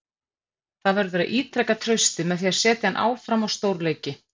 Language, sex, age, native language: Icelandic, female, 50-59, Icelandic